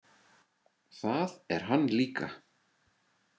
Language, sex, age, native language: Icelandic, male, 40-49, Icelandic